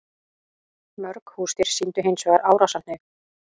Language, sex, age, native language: Icelandic, female, 18-19, Icelandic